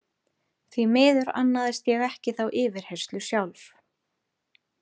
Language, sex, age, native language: Icelandic, female, 30-39, Icelandic